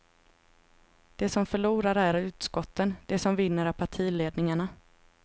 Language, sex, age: Swedish, female, 26